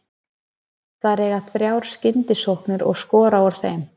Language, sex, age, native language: Icelandic, female, 30-39, Icelandic